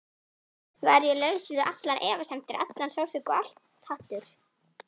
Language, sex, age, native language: Icelandic, female, 11, Icelandic